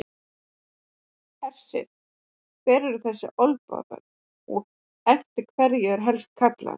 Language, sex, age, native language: Icelandic, female, 50-59, Icelandic